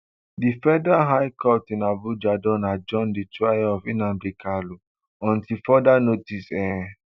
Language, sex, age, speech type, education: Nigerian Pidgin, male, 15-29, spontaneous, tertiary